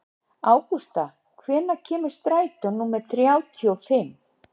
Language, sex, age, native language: Icelandic, female, 60-69, Icelandic